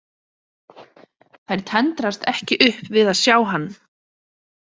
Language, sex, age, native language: Icelandic, female, 30-39, Icelandic